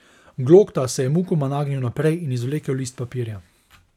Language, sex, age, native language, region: Slovenian, male, 30-49, Slovenian, Savinja region